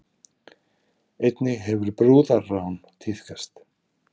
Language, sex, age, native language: Icelandic, male, 50-59, Icelandic